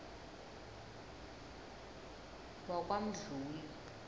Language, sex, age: South Ndebele, female, 20